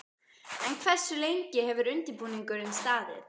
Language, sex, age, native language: Icelandic, female, 12, Icelandic